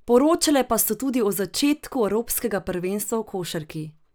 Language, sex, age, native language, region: Slovenian, female, 18-29, Slovenian, Drava region